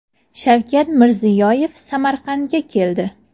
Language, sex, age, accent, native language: Uzbek, female, 19-29, Samarqand, Uzbek